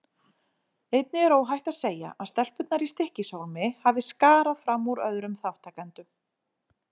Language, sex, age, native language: Icelandic, female, 40-49, Icelandic